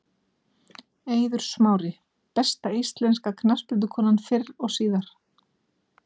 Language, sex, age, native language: Icelandic, female, 40-49, Icelandic